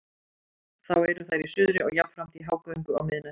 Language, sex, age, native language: Icelandic, female, 40-49, Icelandic